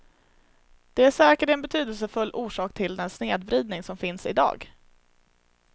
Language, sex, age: Swedish, female, 21